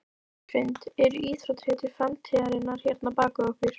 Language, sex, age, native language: Icelandic, female, 12, Icelandic